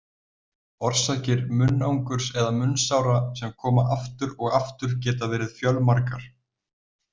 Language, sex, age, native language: Icelandic, male, 20-29, Icelandic